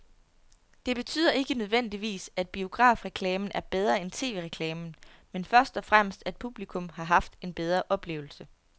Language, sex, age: Danish, female, 30